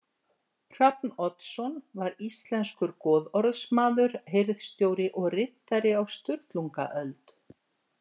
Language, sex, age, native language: Icelandic, female, 60-69, Icelandic